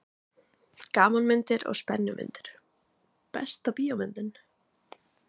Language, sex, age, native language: Icelandic, other, 20-29, Icelandic